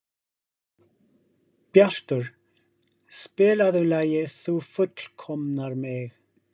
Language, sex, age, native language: Icelandic, male, 50-59, English